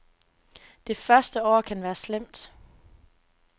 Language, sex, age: Danish, female, 24